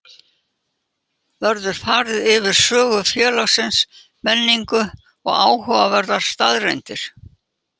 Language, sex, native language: Icelandic, female, Icelandic